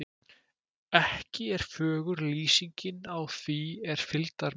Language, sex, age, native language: Icelandic, male, 20-29, Icelandic